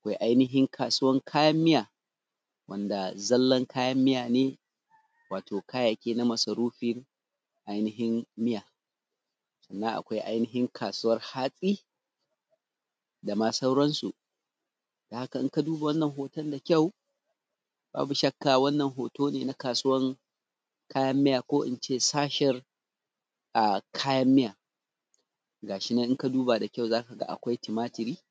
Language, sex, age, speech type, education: Hausa, male, 30-45, spontaneous, tertiary